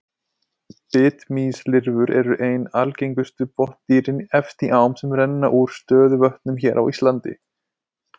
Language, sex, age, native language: Icelandic, male, 20-29, Icelandic